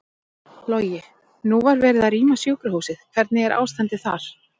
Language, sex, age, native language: Icelandic, female, 30-39, Icelandic